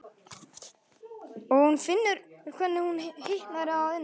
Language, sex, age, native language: Icelandic, male, 11, Icelandic